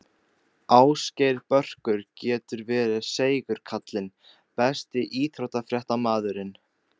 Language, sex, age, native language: Icelandic, male, 14, Icelandic